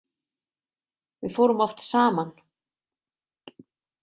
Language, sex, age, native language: Icelandic, female, 50-59, Icelandic